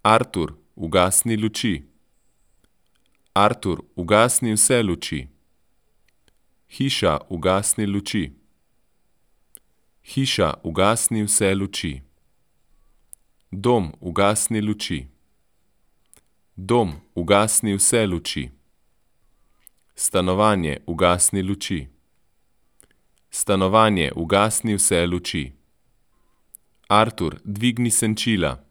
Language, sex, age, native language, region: Slovenian, male, 30-49, Slovenian, Central Slovenia